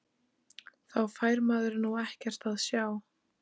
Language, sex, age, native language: Icelandic, female, 14, Icelandic